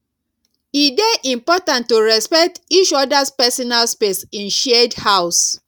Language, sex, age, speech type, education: Nigerian Pidgin, female, 30-45, spontaneous, tertiary